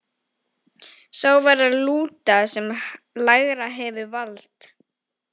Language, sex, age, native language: Icelandic, female, 18-19, Icelandic